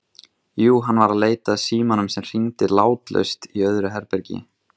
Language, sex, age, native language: Icelandic, male, 20-29, Icelandic